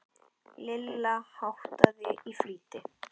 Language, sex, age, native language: Icelandic, female, 10, Icelandic